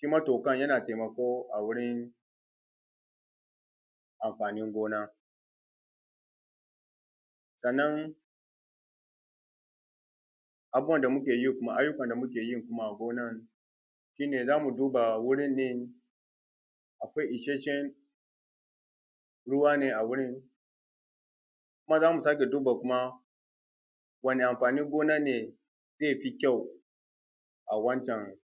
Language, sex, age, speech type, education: Hausa, male, 30-45, spontaneous, tertiary